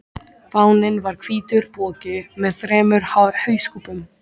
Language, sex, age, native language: Icelandic, male, 13, Icelandic